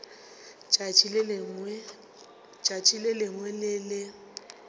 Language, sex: Northern Sotho, female